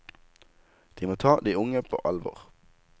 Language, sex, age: Norwegian, male, 19